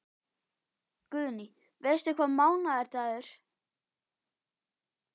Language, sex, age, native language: Icelandic, male, 12, Icelandic